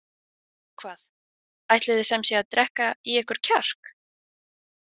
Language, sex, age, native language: Icelandic, female, 20-29, Icelandic